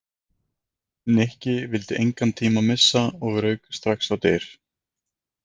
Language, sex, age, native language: Icelandic, male, 20-29, Icelandic